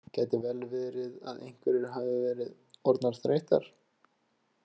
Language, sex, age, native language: Icelandic, male, 20-29, Icelandic